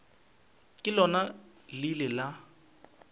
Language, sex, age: Northern Sotho, male, 23